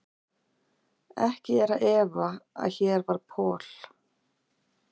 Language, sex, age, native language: Icelandic, female, 40-49, Icelandic